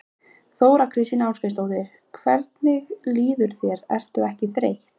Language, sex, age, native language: Icelandic, female, 15, Icelandic